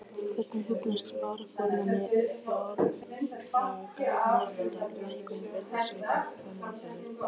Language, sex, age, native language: Icelandic, female, 15, Icelandic